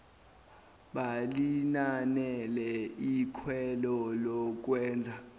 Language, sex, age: Zulu, male, 19